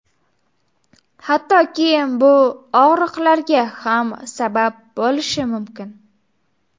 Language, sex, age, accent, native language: Uzbek, female, 18-24, Farg'ona, Uzbek